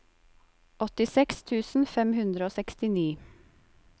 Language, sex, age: Norwegian, female, 28